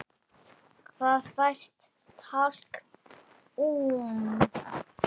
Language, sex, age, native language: Icelandic, male, 10, Icelandic